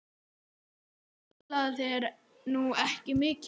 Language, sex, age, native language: Icelandic, male, 9, Icelandic